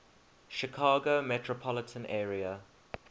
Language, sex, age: English, male, 21